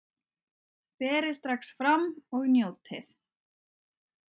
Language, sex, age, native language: Icelandic, male, 9, Icelandic